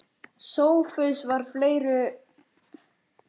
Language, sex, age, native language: Icelandic, male, 9, Icelandic